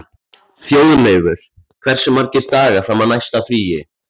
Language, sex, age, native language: Icelandic, male, 14, Icelandic